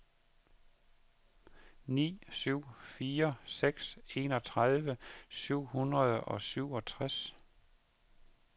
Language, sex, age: Danish, male, 51